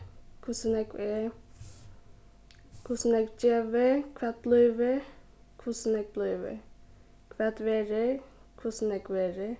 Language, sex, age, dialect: Faroese, female, 15-35, Suðurstreymoy